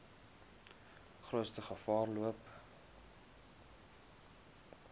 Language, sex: Afrikaans, male